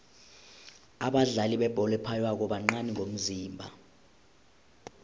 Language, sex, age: South Ndebele, male, 20